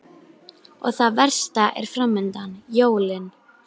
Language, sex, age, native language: Icelandic, female, 12, Icelandic